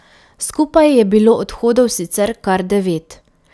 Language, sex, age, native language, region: Slovenian, female, 18-29, Slovenian, Pomurje region